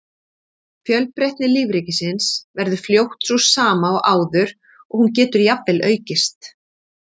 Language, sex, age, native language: Icelandic, female, 50-59, Icelandic